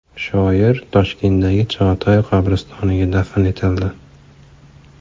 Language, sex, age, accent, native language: Uzbek, male, 25-34, Farg'ona, Uzbek